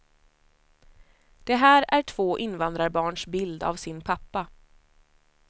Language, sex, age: Swedish, female, 25